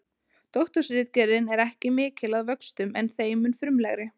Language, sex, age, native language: Icelandic, female, 20-29, Icelandic